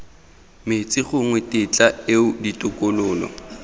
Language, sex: Tswana, male